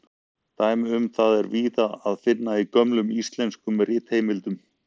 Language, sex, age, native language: Icelandic, male, 40-49, Icelandic